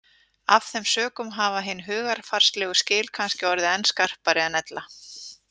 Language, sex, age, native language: Icelandic, female, 40-49, Icelandic